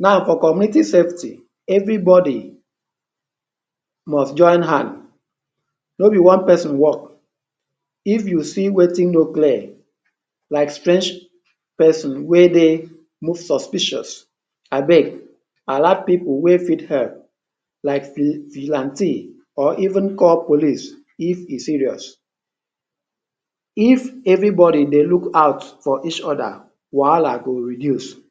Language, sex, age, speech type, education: Nigerian Pidgin, male, 30-45, spontaneous, tertiary